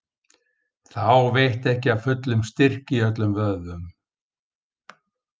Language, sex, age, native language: Icelandic, male, 50-59, Icelandic